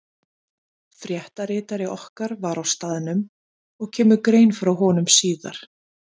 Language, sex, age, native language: Icelandic, female, 40-49, Icelandic